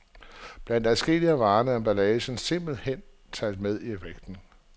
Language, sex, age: Danish, male, 47